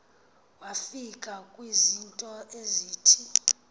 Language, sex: Xhosa, female